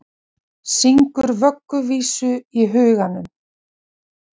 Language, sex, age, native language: Icelandic, female, 40-49, Icelandic